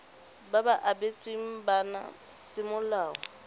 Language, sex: Tswana, female